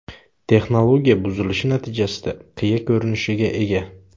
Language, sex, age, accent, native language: Uzbek, male, 18-24, Samarqand, Uzbek